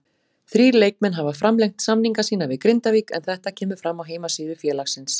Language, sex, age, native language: Icelandic, female, 40-49, Icelandic